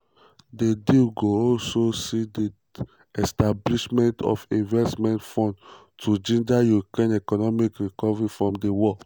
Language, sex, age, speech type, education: Nigerian Pidgin, male, 15-29, spontaneous, tertiary